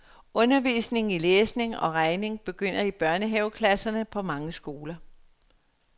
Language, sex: Danish, female